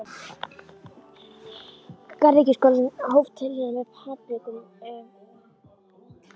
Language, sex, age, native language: Icelandic, female, 11, Icelandic